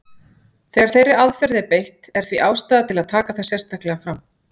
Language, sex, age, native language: Icelandic, female, 40-49, Icelandic